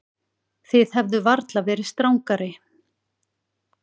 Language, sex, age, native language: Icelandic, female, 40-49, Icelandic